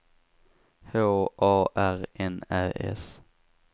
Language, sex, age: Swedish, male, 18